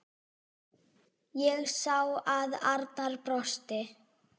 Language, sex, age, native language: Icelandic, female, 6, Icelandic